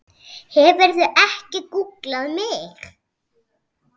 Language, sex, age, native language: Icelandic, female, 6, Icelandic